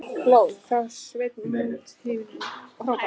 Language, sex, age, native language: Icelandic, female, 14, Icelandic